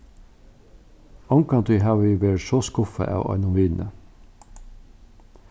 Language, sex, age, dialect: Faroese, male, 61+, Norðuroyggjar